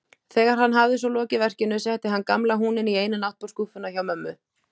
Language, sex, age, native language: Icelandic, female, 18-19, Icelandic